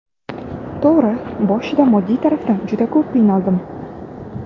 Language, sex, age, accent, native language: Uzbek, female, 18-24, Navoiy, Uzbek